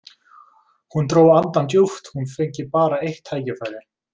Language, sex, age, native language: Icelandic, male, 20-29, Icelandic